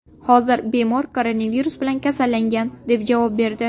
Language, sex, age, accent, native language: Uzbek, female, 18-24, Buxoro, Uzbek